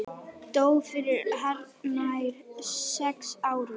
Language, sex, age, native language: Icelandic, male, 9, Icelandic